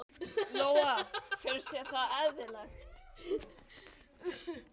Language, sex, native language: Icelandic, other, Chinese